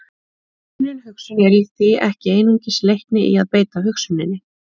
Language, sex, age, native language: Icelandic, female, 30-39, Icelandic